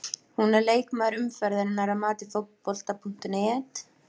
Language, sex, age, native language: Icelandic, female, 20-29, Icelandic